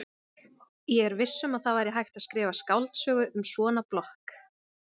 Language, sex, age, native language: Icelandic, female, 20-29, Icelandic